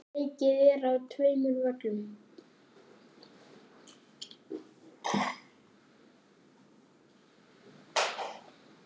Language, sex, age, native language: Icelandic, male, 8, Icelandic